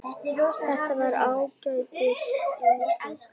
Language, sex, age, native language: Icelandic, female, 10, Icelandic